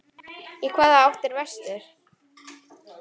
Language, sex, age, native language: Icelandic, male, 9, Icelandic